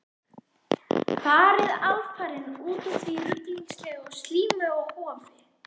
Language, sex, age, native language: Icelandic, female, 11, Icelandic